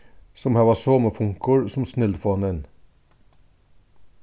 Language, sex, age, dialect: Faroese, male, 36-60, Suðurstreymoy